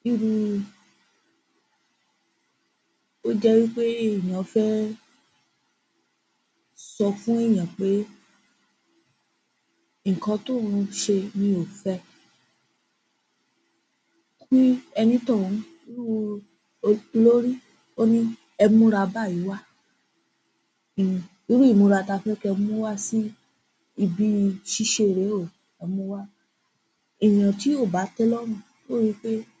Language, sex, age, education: Yoruba, female, 15-29, tertiary